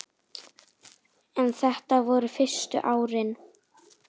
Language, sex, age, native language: Icelandic, female, 10, Icelandic